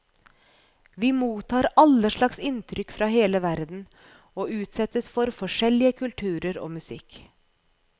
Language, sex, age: Norwegian, female, 41